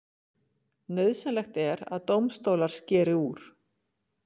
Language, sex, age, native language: Icelandic, female, 50-59, Icelandic